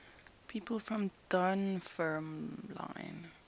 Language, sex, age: English, female, 18